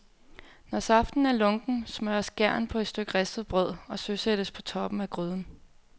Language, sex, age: Danish, female, 24